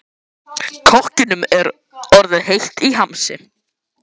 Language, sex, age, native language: Icelandic, male, 11, Icelandic